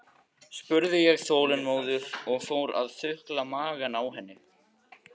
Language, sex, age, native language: Icelandic, male, 14, Icelandic